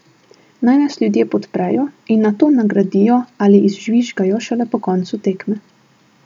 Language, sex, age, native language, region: Slovenian, female, 18-29, Slovenian, Southeast Slovenia